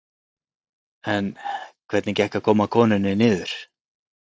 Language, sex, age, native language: Icelandic, male, 30-39, Icelandic